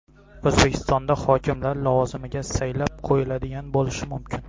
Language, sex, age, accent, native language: Uzbek, male, 18-24, Xorazm, Uzbek